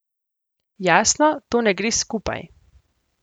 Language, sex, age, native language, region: Slovenian, female, 18-29, Slovenian, Central Slovenia